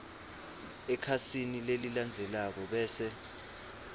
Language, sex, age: Swati, male, 23